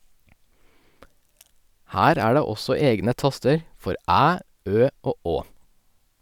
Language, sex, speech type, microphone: Norwegian, male, read, Sennheiser